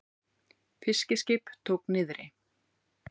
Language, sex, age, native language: Icelandic, female, 40-49, Icelandic